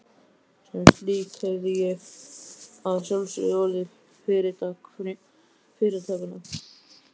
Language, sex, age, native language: Icelandic, male, 12, Icelandic